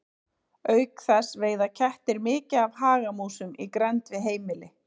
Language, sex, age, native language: Icelandic, female, 30-39, Icelandic